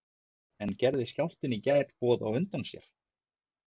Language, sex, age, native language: Icelandic, male, 50-59, Icelandic